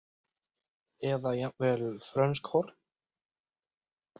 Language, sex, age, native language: Icelandic, male, 20-29, Icelandic